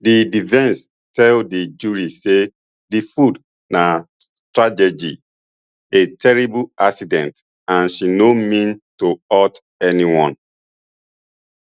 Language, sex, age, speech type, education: Nigerian Pidgin, male, 30-45, spontaneous, tertiary